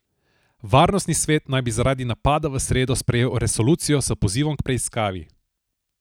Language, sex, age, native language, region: Slovenian, male, 18-29, Slovenian, Southeast Slovenia